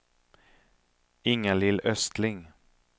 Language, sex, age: Swedish, male, 31